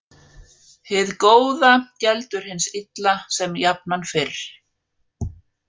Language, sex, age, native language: Icelandic, female, 50-59, Icelandic